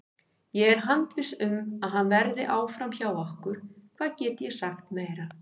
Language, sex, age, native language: Icelandic, female, 50-59, Icelandic